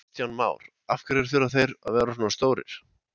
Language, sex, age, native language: Icelandic, male, 20-29, Icelandic